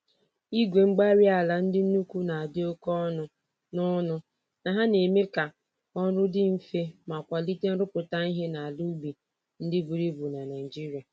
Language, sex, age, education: Igbo, female, 15-29, tertiary